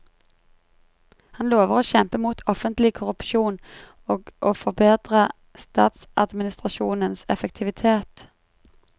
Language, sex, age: Norwegian, female, 33